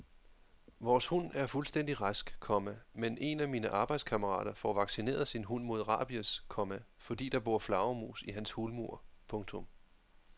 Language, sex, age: Danish, male, 31